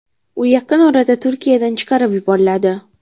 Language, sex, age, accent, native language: Uzbek, female, 12-17, Xorazm, Uzbek